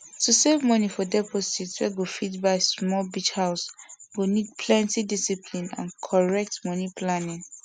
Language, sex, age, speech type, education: Nigerian Pidgin, female, 15-29, spontaneous, secondary